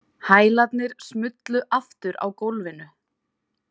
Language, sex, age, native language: Icelandic, female, 20-29, Icelandic